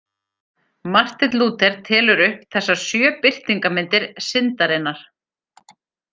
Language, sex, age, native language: Icelandic, female, 40-49, Icelandic